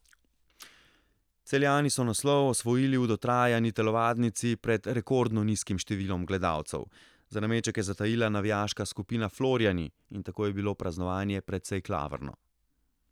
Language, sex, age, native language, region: Slovenian, male, 30-49, Slovenian, Central Slovenia